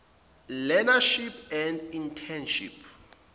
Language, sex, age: Zulu, male, 25